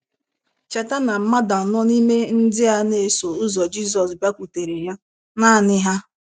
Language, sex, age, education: Igbo, female, 15-29, tertiary